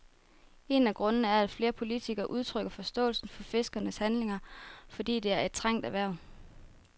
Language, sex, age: Danish, female, 24